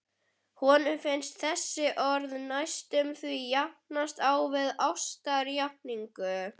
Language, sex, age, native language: Icelandic, male, 11, Icelandic